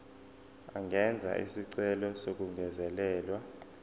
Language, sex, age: Zulu, male, 20